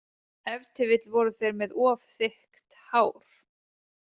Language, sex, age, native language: Icelandic, female, 30-39, Icelandic